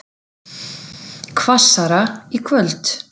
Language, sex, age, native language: Icelandic, female, 40-49, Icelandic